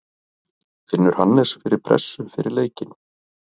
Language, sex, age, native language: Icelandic, male, 30-39, Icelandic